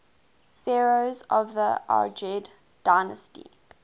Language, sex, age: English, female, 19